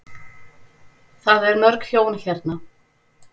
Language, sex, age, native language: Icelandic, female, 40-49, Icelandic